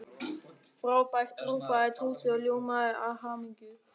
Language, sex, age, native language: Icelandic, male, 13, German